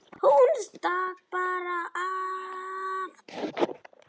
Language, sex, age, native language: Icelandic, male, 9, Icelandic